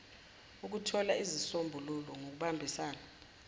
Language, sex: Zulu, female